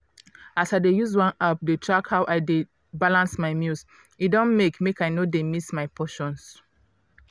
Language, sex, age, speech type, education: Nigerian Pidgin, female, 30-45, spontaneous, tertiary